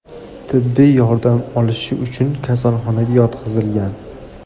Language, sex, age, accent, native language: Uzbek, male, 18-24, Toshkent viloyati, Uzbek